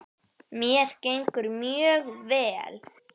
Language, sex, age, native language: Icelandic, male, 10, Icelandic